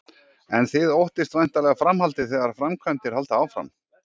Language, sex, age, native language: Icelandic, male, 40-49, Icelandic